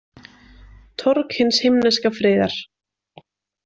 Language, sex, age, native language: Icelandic, female, 20-29, Icelandic